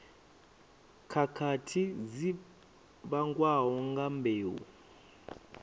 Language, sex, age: Venda, male, 24